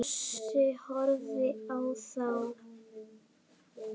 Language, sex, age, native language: Icelandic, female, 7, Icelandic